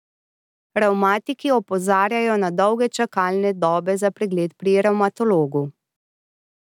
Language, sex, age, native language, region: Slovenian, female, 30-49, Slovenian, Drava region